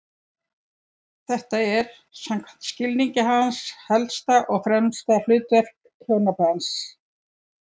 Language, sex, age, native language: Icelandic, female, 70-79, Icelandic